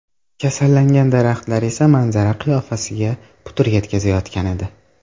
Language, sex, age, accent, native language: Uzbek, male, under 19, Toshkent shahri, Uzbek